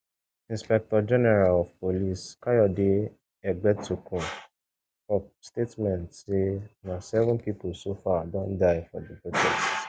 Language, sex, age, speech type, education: Nigerian Pidgin, male, 15-29, spontaneous, secondary